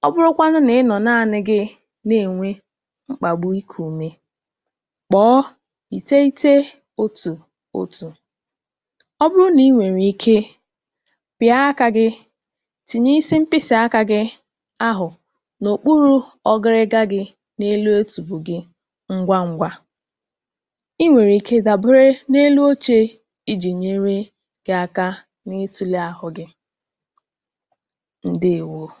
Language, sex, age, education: Igbo, female, 15-29, tertiary